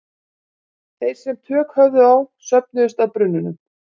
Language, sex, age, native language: Icelandic, female, 40-49, Icelandic